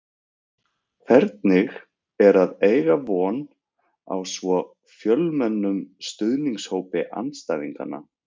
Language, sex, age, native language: Icelandic, male, 30-39, Icelandic